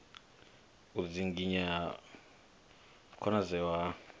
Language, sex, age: Venda, male, 25